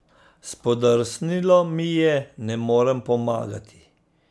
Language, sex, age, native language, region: Slovenian, male, 50-59, Slovenian, Central Slovenia